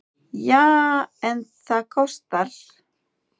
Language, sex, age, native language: Icelandic, female, 9, Icelandic